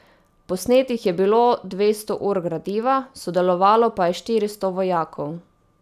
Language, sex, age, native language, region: Slovenian, female, 18-29, Slovenian, Savinja region